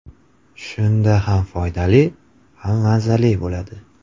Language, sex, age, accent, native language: Uzbek, male, 25-34, Farg'ona, Uzbek